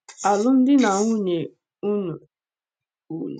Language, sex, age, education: Igbo, female, 15-29, tertiary